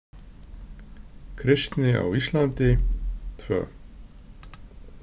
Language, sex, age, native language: Icelandic, male, 60-69, Icelandic